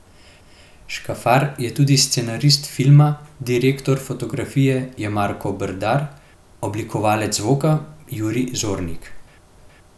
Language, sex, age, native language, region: Slovenian, male, 18-29, Slovenian, Central Slovenia